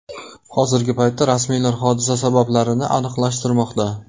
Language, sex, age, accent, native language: Uzbek, male, 18-24, Qashqadaryo, Uzbek